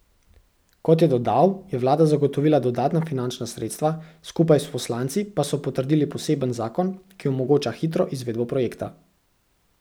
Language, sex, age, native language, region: Slovenian, male, 18-29, Slovenian, Central Slovenia